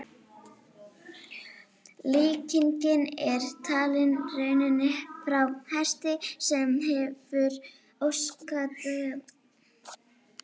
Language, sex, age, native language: Icelandic, female, 18-19, Icelandic